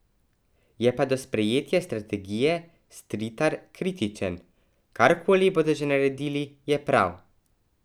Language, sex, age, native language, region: Slovenian, male, 12-17, Slovenian, Drava region